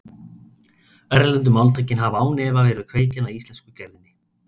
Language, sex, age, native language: Icelandic, male, 30-39, Icelandic